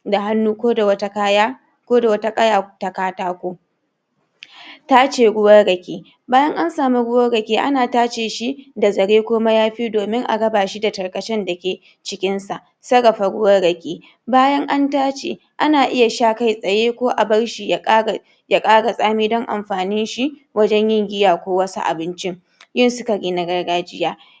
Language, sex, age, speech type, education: Hausa, female, 46-60, spontaneous, tertiary